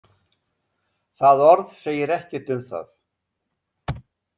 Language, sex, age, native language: Icelandic, male, 70-79, Icelandic